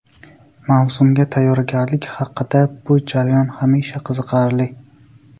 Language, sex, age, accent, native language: Uzbek, male, 18-24, Sirdaryo, Uzbek